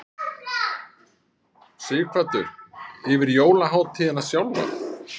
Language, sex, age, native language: Icelandic, male, 30-39, Icelandic